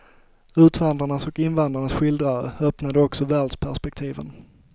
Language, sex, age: Swedish, male, 25